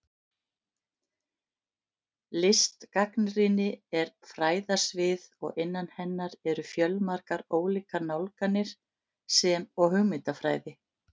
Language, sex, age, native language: Icelandic, female, 50-59, Icelandic